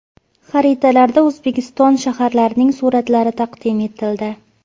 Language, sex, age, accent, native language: Uzbek, female, 25-34, Farg'ona, Uzbek